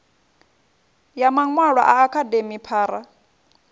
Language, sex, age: Venda, female, 21